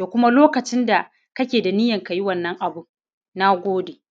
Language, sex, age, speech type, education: Hausa, male, 15-29, spontaneous, primary